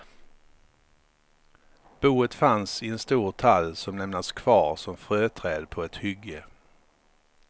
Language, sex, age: Swedish, male, 53